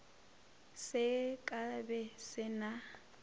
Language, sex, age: Northern Sotho, female, 25